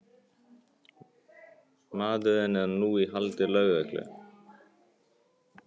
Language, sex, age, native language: Icelandic, male, 18-19, Icelandic